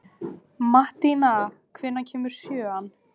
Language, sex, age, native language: Icelandic, female, 18-19, Icelandic